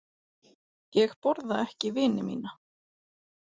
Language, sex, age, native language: Icelandic, female, 40-49, Icelandic